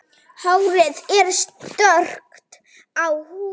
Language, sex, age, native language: Icelandic, female, 7, Icelandic